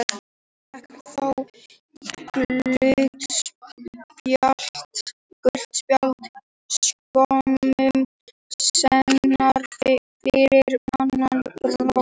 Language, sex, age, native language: Icelandic, female, 18-19, Icelandic